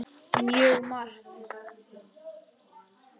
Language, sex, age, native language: Icelandic, male, 10, Icelandic